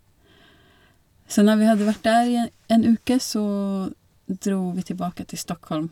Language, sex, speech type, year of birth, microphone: Norwegian, female, spontaneous, 1982, Shure